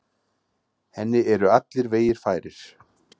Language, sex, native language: Icelandic, male, Icelandic